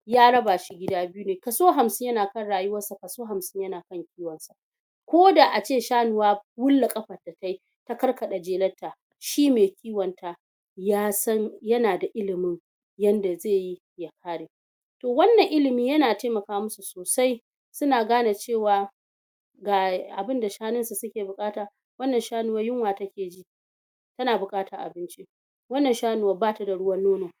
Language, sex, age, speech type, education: Hausa, female, 46-60, spontaneous, tertiary